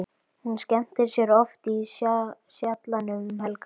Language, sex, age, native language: Icelandic, female, 12, Icelandic